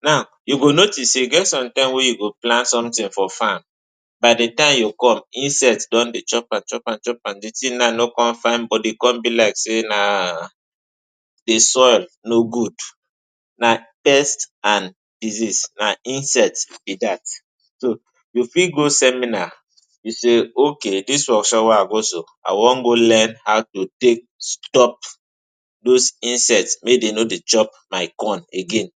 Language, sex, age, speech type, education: Nigerian Pidgin, male, 15-29, spontaneous, tertiary